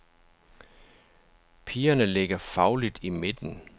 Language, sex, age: Danish, male, 49